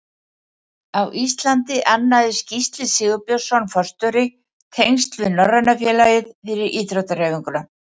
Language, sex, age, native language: Icelandic, female, 70-79, Icelandic